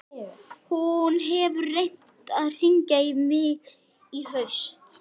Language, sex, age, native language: Icelandic, female, 11, Icelandic